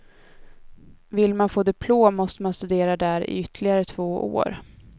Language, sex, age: Swedish, female, 22